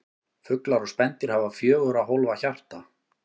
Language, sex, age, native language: Icelandic, male, 18-19, Icelandic